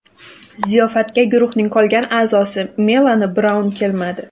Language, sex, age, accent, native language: Uzbek, female, 18-24, Xorazm, Uzbek